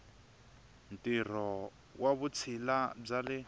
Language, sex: Tsonga, male